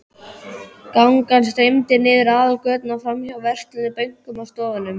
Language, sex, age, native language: Icelandic, male, 12, Icelandic